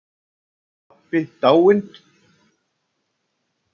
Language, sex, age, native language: Icelandic, male, 60-69, Icelandic